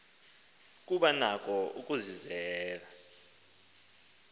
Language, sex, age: Xhosa, male, 19